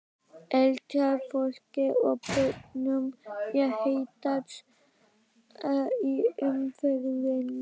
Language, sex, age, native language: Icelandic, female, 12, Icelandic